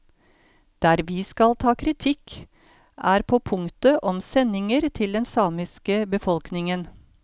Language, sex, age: Norwegian, female, 53